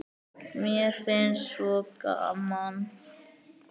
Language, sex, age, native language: Icelandic, male, 9, Icelandic